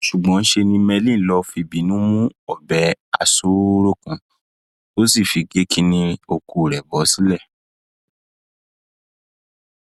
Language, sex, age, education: Yoruba, male, 15-29, tertiary